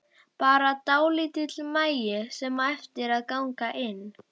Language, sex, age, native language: Icelandic, female, 12, Icelandic